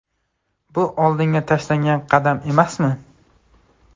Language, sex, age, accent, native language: Uzbek, male, 18-24, Andijon, Uzbek